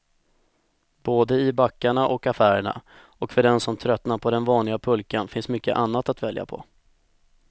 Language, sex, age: Swedish, male, 25